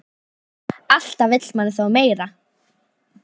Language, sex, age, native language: Icelandic, male, 9, Icelandic